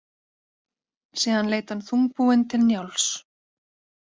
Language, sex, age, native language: Icelandic, female, 30-39, Icelandic